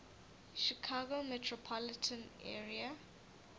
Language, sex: English, female